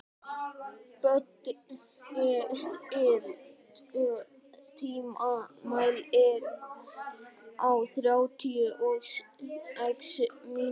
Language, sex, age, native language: Icelandic, male, 12, Icelandic